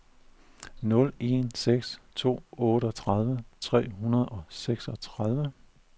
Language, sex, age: Danish, male, 41